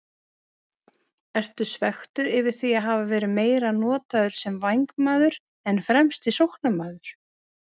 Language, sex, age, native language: Icelandic, female, 50-59, Icelandic